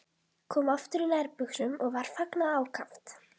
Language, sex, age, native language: Icelandic, female, 11, Icelandic